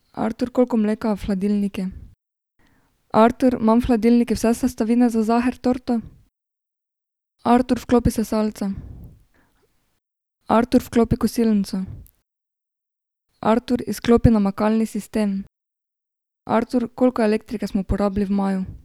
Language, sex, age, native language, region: Slovenian, female, 18-29, Slovenian, Drava region